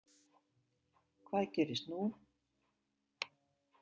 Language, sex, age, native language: Icelandic, female, 70-79, Icelandic